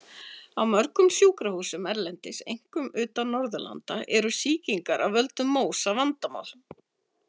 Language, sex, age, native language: Icelandic, female, 50-59, Icelandic